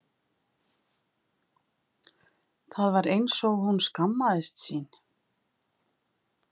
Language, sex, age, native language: Icelandic, female, 50-59, Icelandic